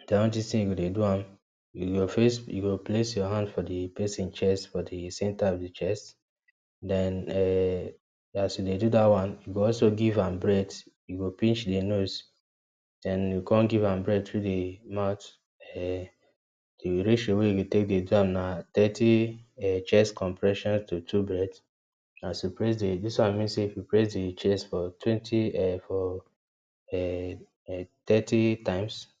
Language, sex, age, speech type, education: Nigerian Pidgin, male, 15-29, spontaneous, tertiary